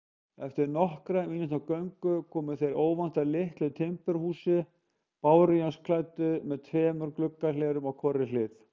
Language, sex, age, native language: Icelandic, male, 50-59, Icelandic